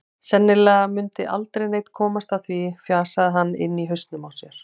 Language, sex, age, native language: Icelandic, female, 40-49, Icelandic